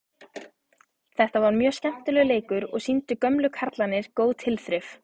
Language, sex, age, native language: Icelandic, female, 18-19, Icelandic